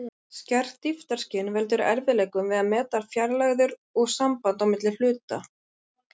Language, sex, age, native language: Icelandic, female, 30-39, Icelandic